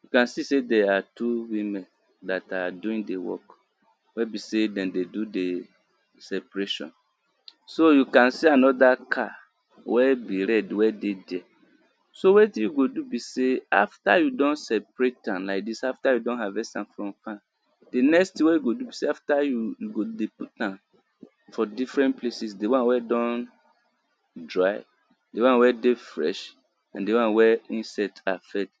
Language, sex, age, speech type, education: Nigerian Pidgin, male, 30-45, spontaneous, tertiary